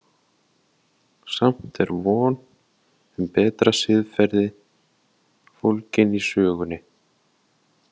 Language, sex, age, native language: Icelandic, male, 20-29, Icelandic